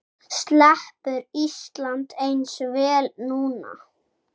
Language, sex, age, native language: Icelandic, male, 6, Icelandic